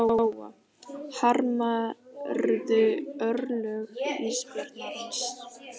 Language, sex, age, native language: Icelandic, female, 12, Icelandic